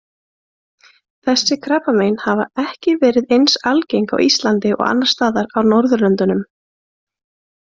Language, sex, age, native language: Icelandic, female, 20-29, Icelandic